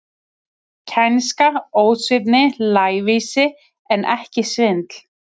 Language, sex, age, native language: Icelandic, female, 30-39, Icelandic